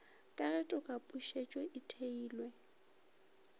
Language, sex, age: Northern Sotho, female, 23